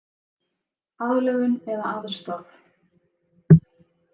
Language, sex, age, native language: Icelandic, female, 20-29, Icelandic